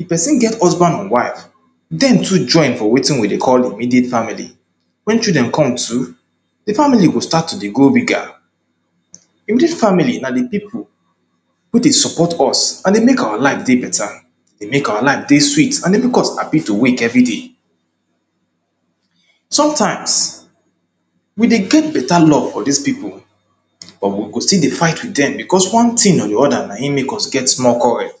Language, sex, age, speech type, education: Nigerian Pidgin, male, 30-45, spontaneous, tertiary